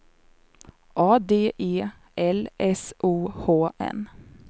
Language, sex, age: Swedish, female, 27